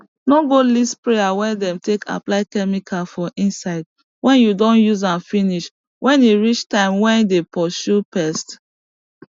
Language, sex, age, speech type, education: Nigerian Pidgin, female, 30-45, spontaneous, tertiary